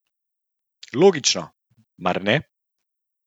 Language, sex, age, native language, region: Slovenian, male, 30-49, Slovenian, Central Slovenia